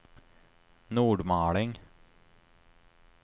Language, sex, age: Swedish, male, 23